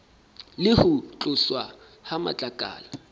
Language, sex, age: Southern Sotho, male, 23